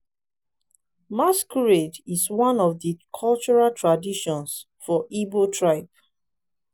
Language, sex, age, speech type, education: Nigerian Pidgin, female, 15-29, spontaneous, tertiary